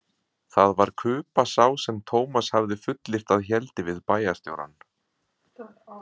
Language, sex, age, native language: Icelandic, male, 40-49, Icelandic